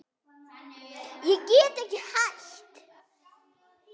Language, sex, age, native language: Icelandic, male, 10, Icelandic